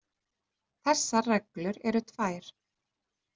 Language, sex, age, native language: Icelandic, female, 30-39, Icelandic